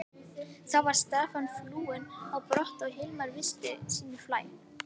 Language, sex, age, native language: Icelandic, female, 18-19, Icelandic